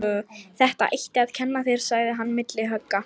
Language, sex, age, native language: Icelandic, female, 18-19, Lithuanian